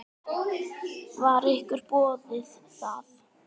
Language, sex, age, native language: Icelandic, male, 10, Icelandic